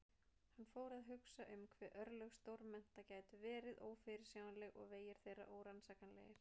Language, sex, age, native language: Icelandic, female, 30-39, Icelandic